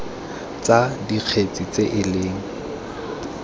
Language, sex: Tswana, male